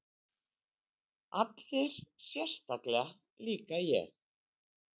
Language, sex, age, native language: Icelandic, female, 60-69, Icelandic